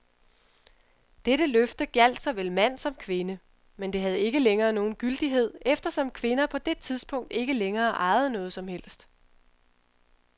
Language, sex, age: Danish, female, 31